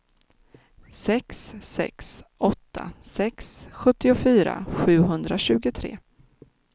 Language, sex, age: Swedish, female, 30